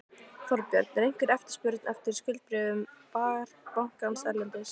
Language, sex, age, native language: Icelandic, female, 15, Icelandic